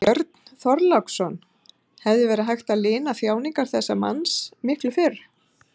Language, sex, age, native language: Icelandic, female, 50-59, Icelandic